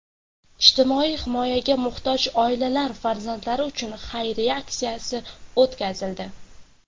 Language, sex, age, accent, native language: Uzbek, female, 18-24, Samarqand, Uzbek